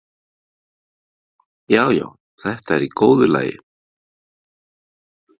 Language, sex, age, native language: Icelandic, male, 30-39, Icelandic